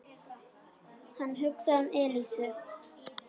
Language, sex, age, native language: Icelandic, female, 10, Icelandic